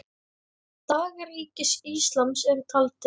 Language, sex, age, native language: Icelandic, male, 10, Icelandic